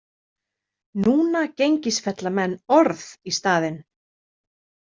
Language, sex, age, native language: Icelandic, female, 30-39, Icelandic